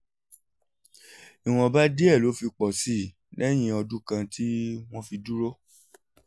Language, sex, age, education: Yoruba, male, 30-45, tertiary